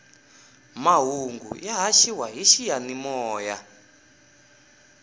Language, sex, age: Tsonga, male, 20